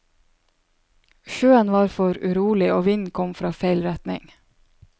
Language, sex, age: Norwegian, female, 27